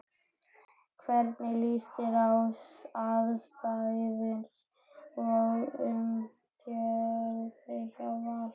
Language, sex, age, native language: Icelandic, male, 12, Icelandic